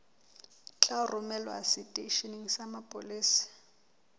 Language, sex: Southern Sotho, female